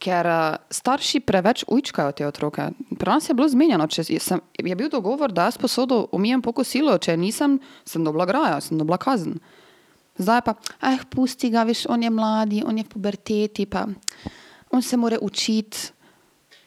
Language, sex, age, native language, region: Slovenian, female, 18-29, Serbian, Drava region